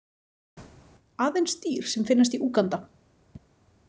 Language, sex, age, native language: Icelandic, female, 30-39, Icelandic